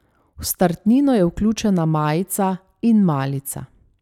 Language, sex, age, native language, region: Slovenian, female, 30-49, Slovenian, Savinja region